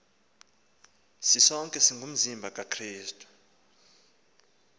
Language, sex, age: Xhosa, male, 19